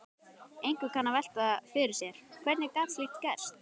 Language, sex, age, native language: Icelandic, male, 12, Icelandic